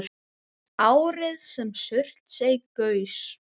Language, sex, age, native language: Icelandic, male, 10, Icelandic